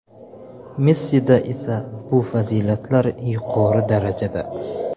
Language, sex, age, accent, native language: Uzbek, male, 18-24, Samarqand, Uzbek